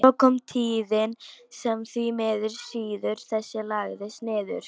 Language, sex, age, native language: Icelandic, female, 18-19, Polish